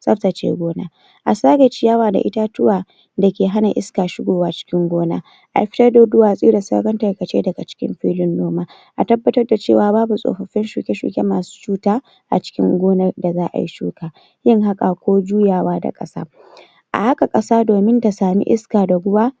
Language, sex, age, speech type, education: Hausa, female, 46-60, spontaneous, tertiary